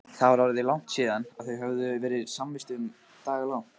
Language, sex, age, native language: Icelandic, male, 15, Icelandic